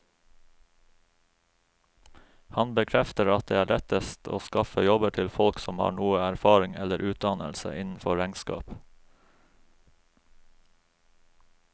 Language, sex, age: Norwegian, male, 36